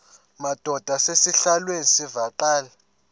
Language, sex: Xhosa, male